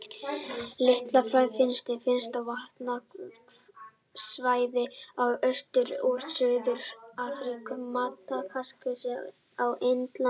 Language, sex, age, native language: Icelandic, male, 30-39, Icelandic